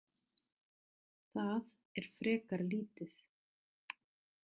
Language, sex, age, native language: Icelandic, female, 30-39, Icelandic